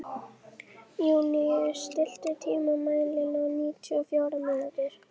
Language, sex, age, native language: Icelandic, female, 11, Icelandic